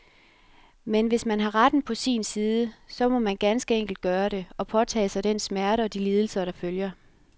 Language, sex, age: Danish, female, 33